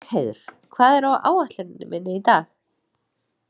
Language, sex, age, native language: Icelandic, female, 30-39, Icelandic